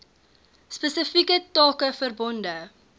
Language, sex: Afrikaans, female